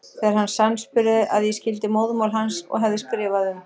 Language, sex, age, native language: Icelandic, female, 40-49, Icelandic